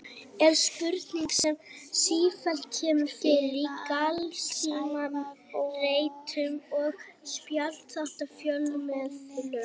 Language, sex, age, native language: Icelandic, female, 18-19, Icelandic